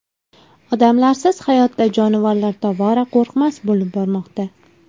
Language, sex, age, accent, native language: Uzbek, female, 19-29, Farg'ona, Uzbek